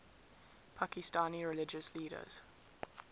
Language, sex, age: English, female, 19